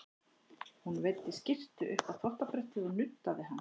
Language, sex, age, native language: Icelandic, female, 11, Icelandic